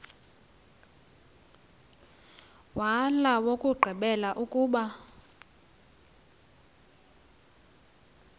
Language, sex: Xhosa, female